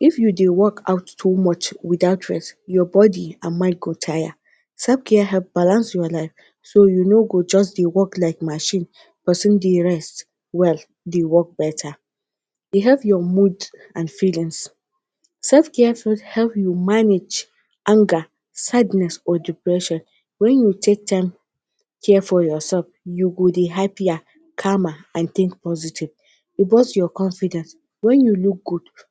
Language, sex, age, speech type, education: Nigerian Pidgin, female, 15-29, spontaneous, tertiary